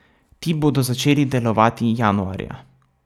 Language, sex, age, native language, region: Slovenian, male, 18-29, Slovenian, Savinja region